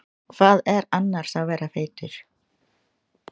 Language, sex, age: Icelandic, female, 20-29